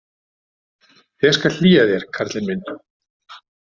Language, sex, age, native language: Icelandic, male, 60-69, Icelandic